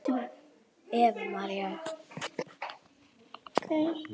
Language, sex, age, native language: Icelandic, female, 9, Icelandic